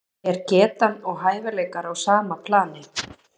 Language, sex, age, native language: Icelandic, female, 30-39, Icelandic